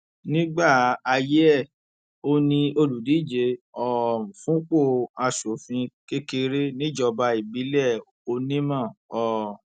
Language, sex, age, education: Yoruba, male, 30-45, tertiary